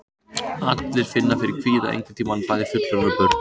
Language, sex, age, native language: Icelandic, male, 18-19, Icelandic